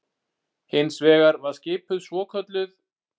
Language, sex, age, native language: Icelandic, male, 40-49, Icelandic